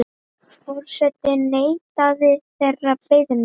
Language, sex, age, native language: Icelandic, female, 9, Icelandic